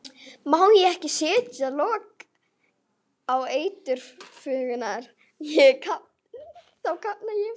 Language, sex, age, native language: Icelandic, female, 11, Icelandic